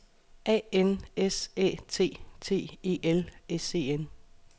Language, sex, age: Danish, female, 36